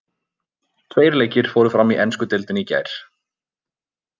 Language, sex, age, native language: Icelandic, male, 20-29, Icelandic